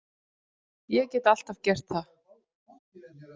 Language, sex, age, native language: Icelandic, female, 40-49, Icelandic